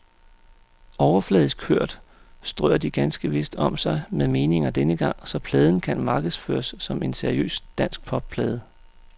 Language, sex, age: Danish, male, 35